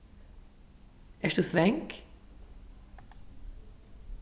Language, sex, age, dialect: Faroese, female, 15-35, Suðurstreymoy